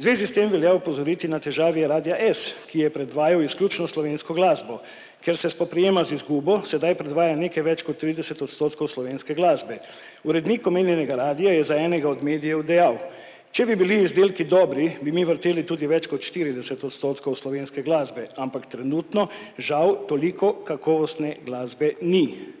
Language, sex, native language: Slovenian, male, Slovenian